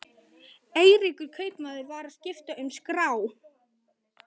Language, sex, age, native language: Icelandic, male, 11, Icelandic